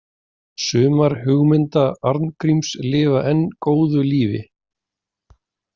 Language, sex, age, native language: Icelandic, male, 40-49, Icelandic